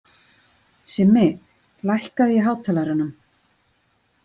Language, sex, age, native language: Icelandic, female, 40-49, Icelandic